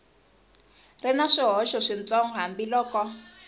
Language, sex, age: Tsonga, female, 20